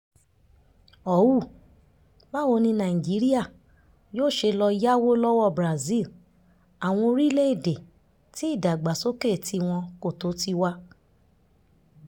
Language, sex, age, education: Yoruba, female, 30-45, tertiary